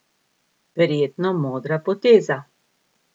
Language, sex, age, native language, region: Slovenian, female, 50-59, Slovenian, Gorica region